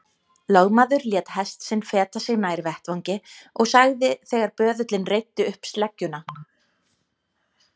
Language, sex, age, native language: Icelandic, female, 30-39, Icelandic